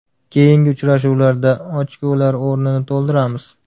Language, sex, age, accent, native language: Uzbek, male, 19-29, Farg'ona, Uzbek